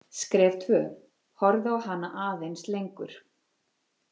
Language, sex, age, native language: Icelandic, female, 40-49, Icelandic